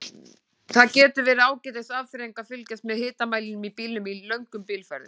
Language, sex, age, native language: Icelandic, female, 40-49, Icelandic